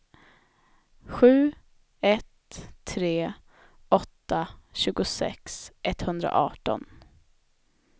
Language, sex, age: Swedish, female, 25